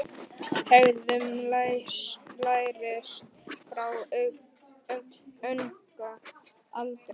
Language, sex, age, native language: Icelandic, male, 10, Icelandic